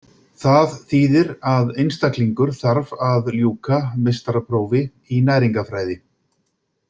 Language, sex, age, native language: Icelandic, male, 50-59, Icelandic